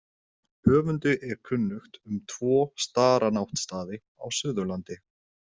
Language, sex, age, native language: Icelandic, male, 20-29, Icelandic